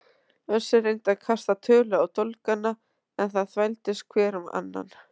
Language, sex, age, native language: Icelandic, female, 30-39, Icelandic